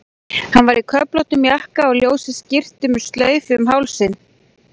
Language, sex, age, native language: Icelandic, female, 40-49, Icelandic